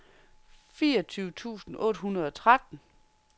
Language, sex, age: Danish, female, 30